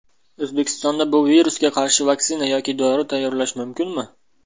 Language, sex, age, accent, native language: Uzbek, male, 19-29, Namangan, Uzbek